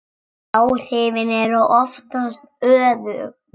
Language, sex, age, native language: Icelandic, female, 6, Icelandic